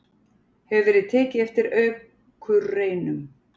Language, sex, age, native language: Icelandic, female, 40-49, Icelandic